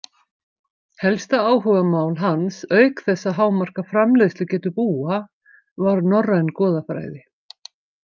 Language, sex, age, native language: Icelandic, female, 50-59, Icelandic